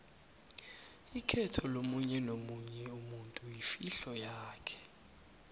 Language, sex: South Ndebele, male